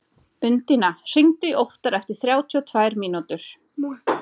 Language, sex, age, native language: Icelandic, female, 30-39, Icelandic